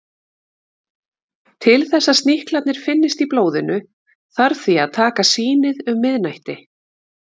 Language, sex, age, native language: Icelandic, female, 50-59, Icelandic